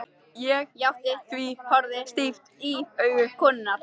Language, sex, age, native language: Icelandic, female, 13, Icelandic